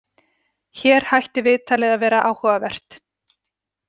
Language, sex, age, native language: Icelandic, female, 40-49, Icelandic